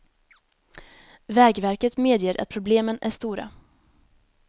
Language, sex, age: Swedish, female, 19